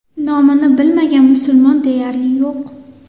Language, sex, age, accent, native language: Uzbek, female, 19-29, Toshkent shahri, Uzbek